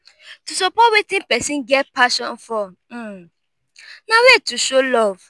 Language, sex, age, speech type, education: Nigerian Pidgin, female, 15-29, spontaneous, tertiary